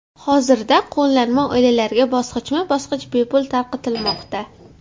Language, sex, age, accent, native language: Uzbek, female, 12-17, Toshkent shahri, Uzbek